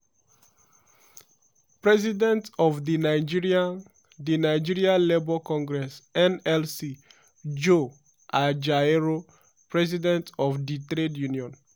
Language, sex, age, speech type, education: Nigerian Pidgin, male, 15-29, spontaneous, tertiary